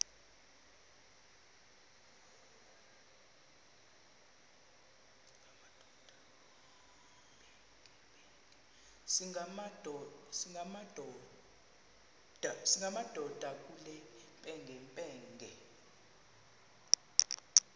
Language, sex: Xhosa, female